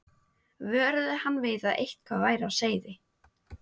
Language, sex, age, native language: Icelandic, female, 12, Icelandic